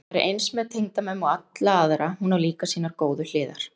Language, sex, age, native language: Icelandic, female, 40-49, Icelandic